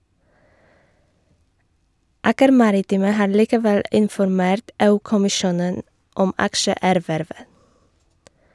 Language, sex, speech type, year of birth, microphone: Norwegian, female, read, 1987, Shure